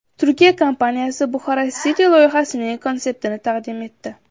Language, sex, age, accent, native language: Uzbek, female, under 19, Samarqand, Uzbek